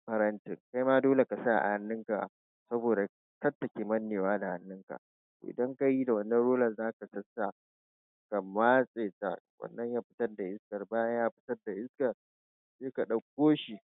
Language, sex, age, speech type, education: Hausa, male, 15-29, spontaneous, tertiary